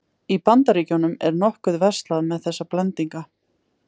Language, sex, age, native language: Icelandic, female, 20-29, Icelandic